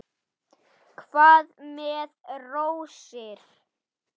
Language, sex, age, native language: Icelandic, male, 8, Icelandic